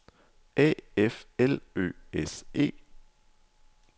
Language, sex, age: Danish, male, 22